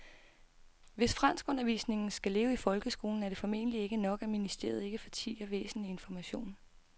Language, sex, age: Danish, female, 32